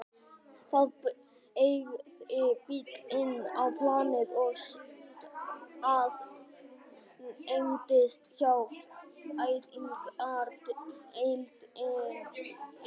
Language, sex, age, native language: Icelandic, male, 12, Icelandic